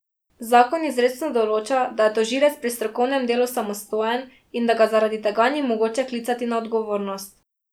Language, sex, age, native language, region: Slovenian, female, 18-29, Slovenian, Drava region